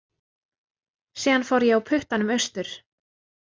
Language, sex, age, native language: Icelandic, female, 30-39, Icelandic